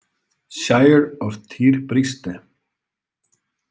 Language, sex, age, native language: Icelandic, male, 30-39, Icelandic